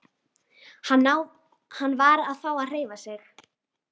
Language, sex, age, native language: Icelandic, female, 12, Icelandic